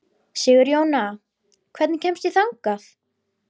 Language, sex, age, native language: Icelandic, female, 12, Icelandic